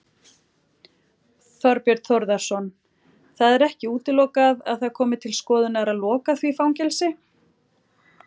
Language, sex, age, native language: Icelandic, female, 40-49, Icelandic